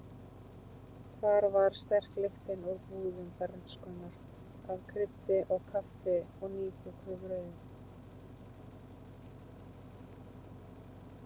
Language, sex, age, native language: Icelandic, female, 40-49, Icelandic